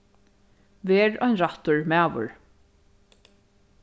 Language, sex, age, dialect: Faroese, female, 36-60, Norðurstreymoy/Eysturoy